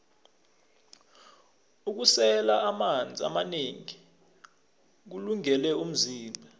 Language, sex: South Ndebele, male